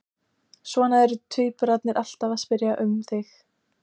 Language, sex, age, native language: Icelandic, female, 14, Icelandic